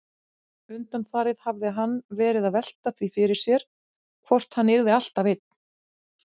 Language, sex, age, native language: Icelandic, female, 40-49, Icelandic